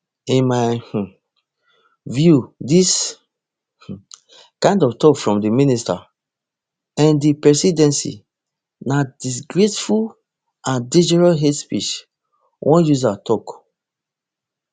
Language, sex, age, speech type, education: Nigerian Pidgin, male, 30-45, spontaneous, tertiary